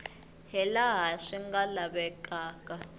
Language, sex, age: Tsonga, female, 21